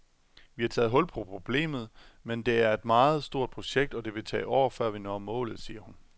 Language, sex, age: Danish, male, 27